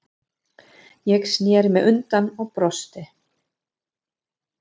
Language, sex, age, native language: Icelandic, female, 40-49, German